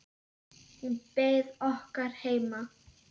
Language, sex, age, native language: Icelandic, female, 10, Icelandic